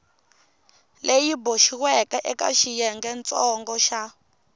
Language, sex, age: Tsonga, female, 19